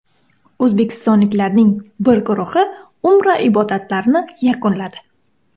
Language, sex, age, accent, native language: Uzbek, female, 18-24, Samarqand, Uzbek